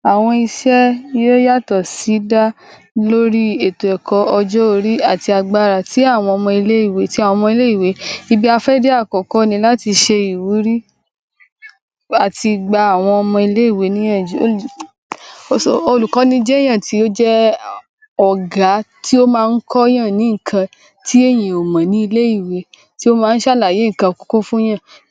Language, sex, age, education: Yoruba, male, 15-29, tertiary